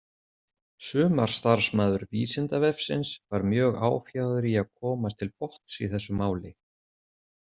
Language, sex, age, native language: Icelandic, male, 40-49, Icelandic